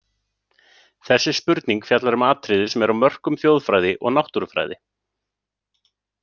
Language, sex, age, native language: Icelandic, male, 30-39, Icelandic